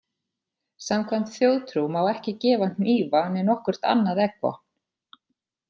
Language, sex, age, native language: Icelandic, female, 40-49, Icelandic